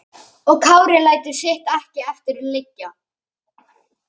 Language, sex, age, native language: Icelandic, male, 11, Icelandic